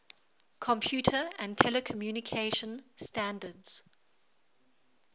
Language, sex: English, female